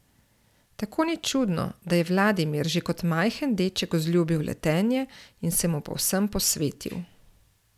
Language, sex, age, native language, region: Slovenian, female, 30-49, Slovenian, Central Slovenia